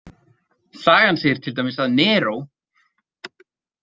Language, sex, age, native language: Icelandic, male, 30-39, Icelandic